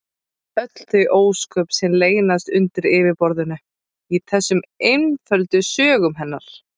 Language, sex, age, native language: Icelandic, female, 30-39, Icelandic